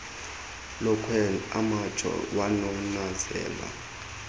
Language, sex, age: Xhosa, male, 26